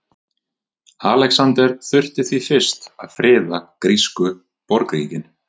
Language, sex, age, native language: Icelandic, male, 30-39, Icelandic